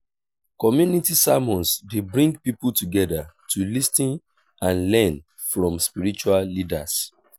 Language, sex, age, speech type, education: Nigerian Pidgin, male, 30-45, spontaneous, tertiary